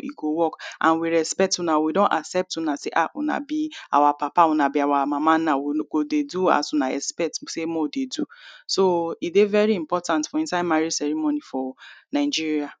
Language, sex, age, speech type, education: Nigerian Pidgin, female, 30-45, spontaneous, tertiary